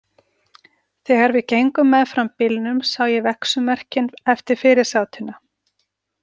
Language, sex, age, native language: Icelandic, female, 40-49, Icelandic